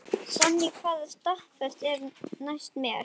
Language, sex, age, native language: Icelandic, female, 11, Icelandic